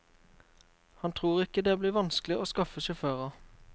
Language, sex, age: Norwegian, male, 23